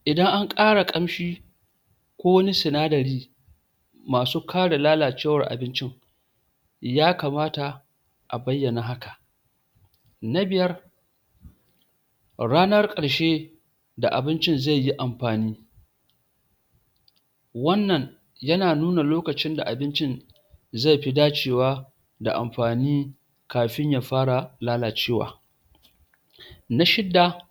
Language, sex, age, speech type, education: Hausa, male, 46-60, spontaneous, tertiary